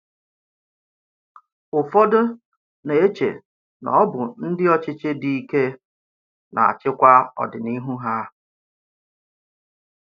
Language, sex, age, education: Igbo, male, 30-45, tertiary